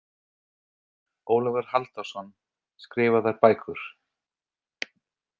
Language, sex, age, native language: Icelandic, male, 30-39, English